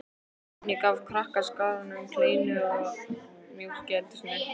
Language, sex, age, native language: Icelandic, male, 11, Icelandic